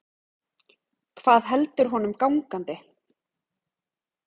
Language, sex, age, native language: Icelandic, female, 30-39, Icelandic